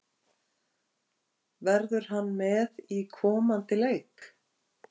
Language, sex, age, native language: Icelandic, female, 50-59, Icelandic